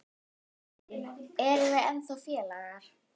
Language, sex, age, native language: Icelandic, female, 10, Icelandic